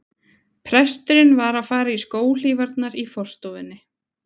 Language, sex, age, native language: Icelandic, female, 20-29, Icelandic